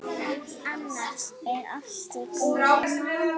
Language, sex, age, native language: Icelandic, female, 7, Icelandic